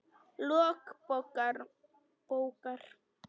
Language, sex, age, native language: Icelandic, female, 10, Polish